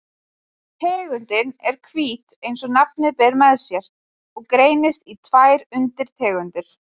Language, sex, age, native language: Icelandic, female, 20-29, Icelandic